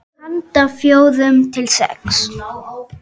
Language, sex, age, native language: Icelandic, female, 10, Icelandic